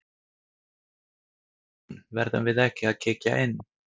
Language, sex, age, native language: Icelandic, male, 30-39, Swedish